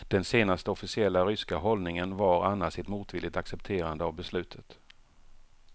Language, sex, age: Swedish, male, 48